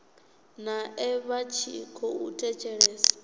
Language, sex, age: Venda, female, 18